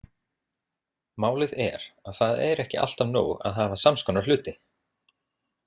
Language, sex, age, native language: Icelandic, male, 30-39, Icelandic